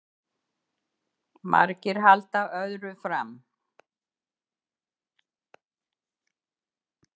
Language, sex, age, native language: Icelandic, female, 70-79, Icelandic